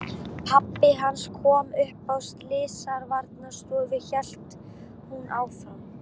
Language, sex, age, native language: Icelandic, female, 12, Icelandic